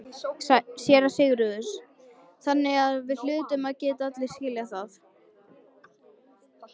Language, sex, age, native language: Icelandic, female, 13, Icelandic